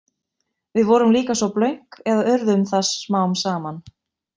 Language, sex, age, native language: Icelandic, female, 20-29, Icelandic